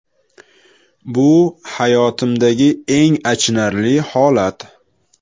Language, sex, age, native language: Uzbek, male, 25-34, Uzbek